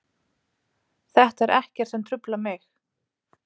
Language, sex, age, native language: Icelandic, female, 30-39, Icelandic